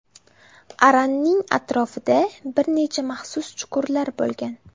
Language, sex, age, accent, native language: Uzbek, female, 18-24, Farg'ona, Uzbek